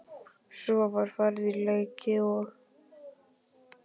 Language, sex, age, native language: Icelandic, male, 12, Icelandic